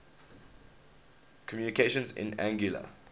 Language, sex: English, male